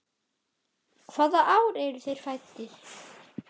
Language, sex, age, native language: Icelandic, male, 10, Icelandic